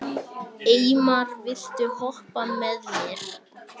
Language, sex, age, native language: Icelandic, male, 18-19, Icelandic